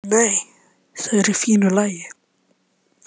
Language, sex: Icelandic, male